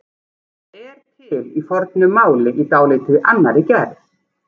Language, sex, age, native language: Icelandic, female, 40-49, Icelandic